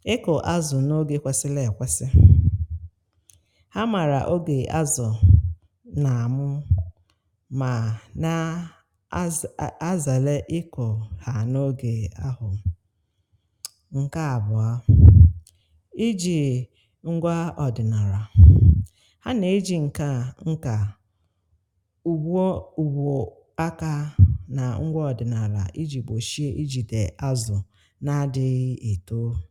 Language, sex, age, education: Igbo, female, 30-45, tertiary